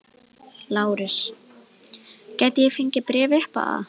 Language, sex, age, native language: Icelandic, female, 11, Icelandic